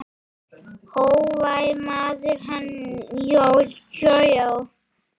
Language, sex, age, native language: Icelandic, female, 7, Icelandic